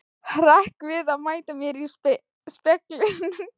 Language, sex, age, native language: Icelandic, female, 18-19, Thai